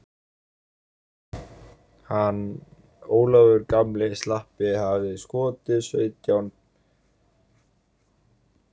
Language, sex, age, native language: Icelandic, male, 18-19, Icelandic